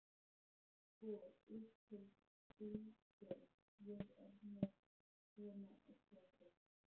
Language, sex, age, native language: Icelandic, male, 13, Icelandic